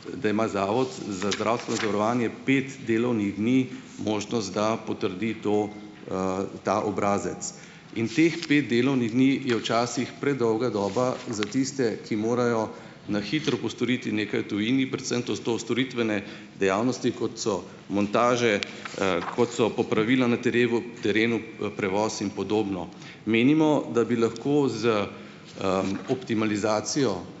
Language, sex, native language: Slovenian, male, Slovenian